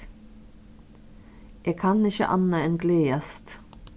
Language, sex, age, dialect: Faroese, female, 36-60, Suðurstreymoy